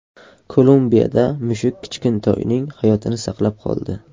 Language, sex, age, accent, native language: Uzbek, male, 12-17, Qashqadaryo, Uzbek